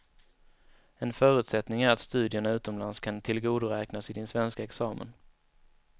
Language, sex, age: Swedish, male, 19